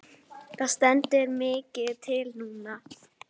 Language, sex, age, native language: Icelandic, female, 9, Icelandic